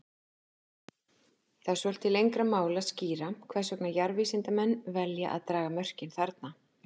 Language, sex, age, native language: Icelandic, female, 50-59, Icelandic